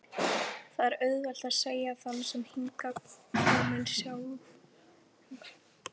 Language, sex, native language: Icelandic, female, Icelandic